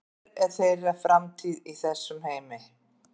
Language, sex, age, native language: Icelandic, female, 50-59, Icelandic